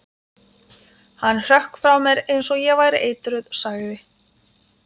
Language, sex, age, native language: Icelandic, female, 20-29, Lithuanian